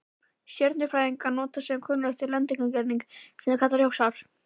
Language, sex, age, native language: Icelandic, female, 11, Icelandic